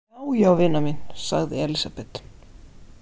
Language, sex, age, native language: Icelandic, female, 50-59, Icelandic